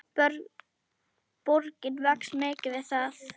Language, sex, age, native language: Icelandic, female, 10, Icelandic